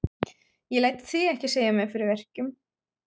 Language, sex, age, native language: Icelandic, female, 30-39, German